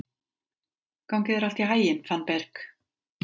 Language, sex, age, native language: Icelandic, female, 40-49, Icelandic